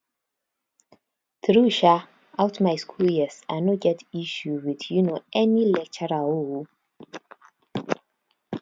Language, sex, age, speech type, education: Nigerian Pidgin, female, 15-29, spontaneous, tertiary